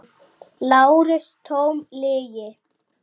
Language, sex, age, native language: Icelandic, male, 6, Icelandic